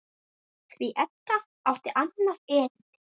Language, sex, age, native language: Icelandic, male, 8, Icelandic